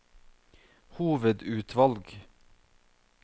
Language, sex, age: Norwegian, male, 44